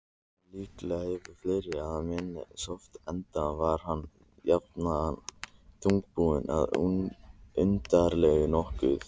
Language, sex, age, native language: Icelandic, male, 30-39, Icelandic